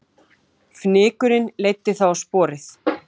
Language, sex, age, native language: Icelandic, female, 18-19, Icelandic